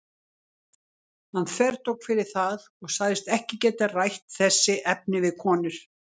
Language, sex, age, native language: Icelandic, female, 60-69, Icelandic